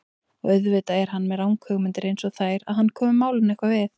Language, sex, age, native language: Icelandic, female, 20-29, Icelandic